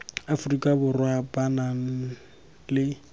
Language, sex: Tswana, male